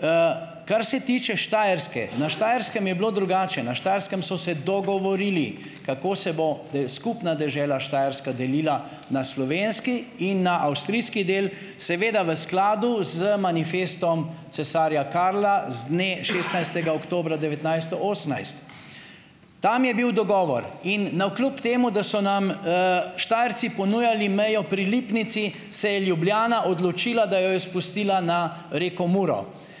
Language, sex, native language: Slovenian, male, Slovenian